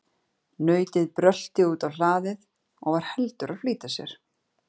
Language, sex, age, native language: Icelandic, female, 30-39, Icelandic